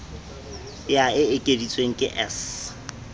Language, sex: Southern Sotho, male